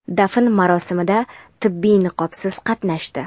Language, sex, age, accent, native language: Uzbek, female, under 19, Andijon, Uzbek